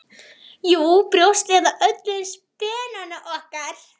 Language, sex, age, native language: Icelandic, male, 11, Icelandic